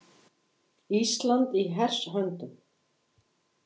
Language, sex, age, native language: Icelandic, female, 50-59, Icelandic